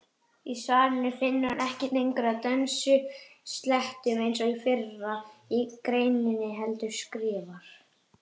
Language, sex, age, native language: Icelandic, female, 30-39, Icelandic